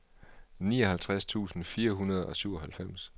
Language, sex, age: Danish, male, 38